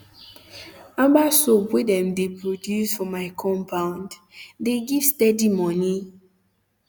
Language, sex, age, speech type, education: Nigerian Pidgin, female, 15-29, spontaneous, tertiary